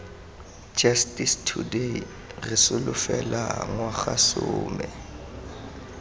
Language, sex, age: Tswana, male, 23